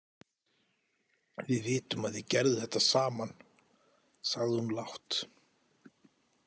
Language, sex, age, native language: Icelandic, male, 40-49, Icelandic